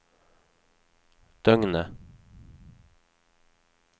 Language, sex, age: Norwegian, male, 31